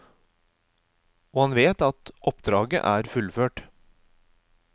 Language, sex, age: Norwegian, male, 36